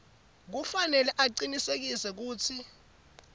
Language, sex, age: Swati, male, 18